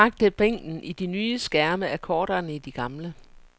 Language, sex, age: Danish, female, 49